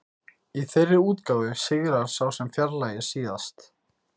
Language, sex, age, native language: Icelandic, male, 18-19, Icelandic